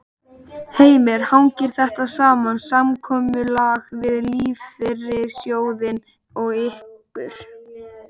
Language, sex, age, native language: Icelandic, male, 12, Icelandic